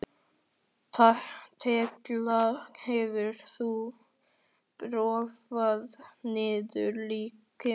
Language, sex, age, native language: Icelandic, male, 13, Icelandic